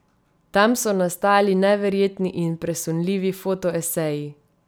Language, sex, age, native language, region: Slovenian, female, 30-49, Slovenian, Savinja region